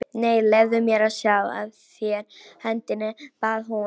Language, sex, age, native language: Icelandic, female, 18-19, Polish